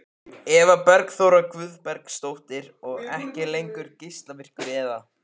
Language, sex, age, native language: Icelandic, male, 15, Icelandic